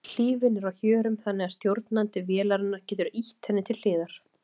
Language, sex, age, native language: Icelandic, female, 30-39, Icelandic